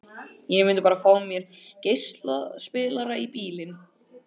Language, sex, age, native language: Icelandic, male, 15, Icelandic